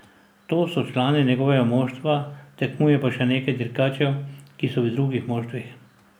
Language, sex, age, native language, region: Slovenian, male, 60+, Slovenian, Drava region